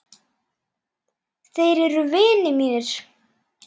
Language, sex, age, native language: Icelandic, male, 8, Icelandic